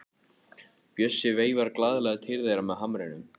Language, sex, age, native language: Icelandic, male, 14, Icelandic